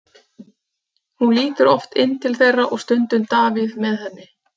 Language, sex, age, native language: Icelandic, female, 30-39, Icelandic